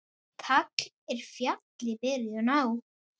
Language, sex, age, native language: Icelandic, male, 9, Icelandic